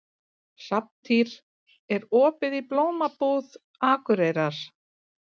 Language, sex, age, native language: Icelandic, female, 30-39, Icelandic